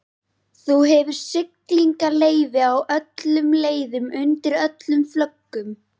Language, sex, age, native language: Icelandic, female, 11, Icelandic